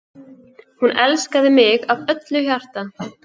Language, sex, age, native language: Icelandic, female, 11, Icelandic